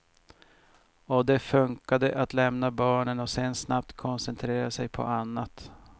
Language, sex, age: Swedish, male, 50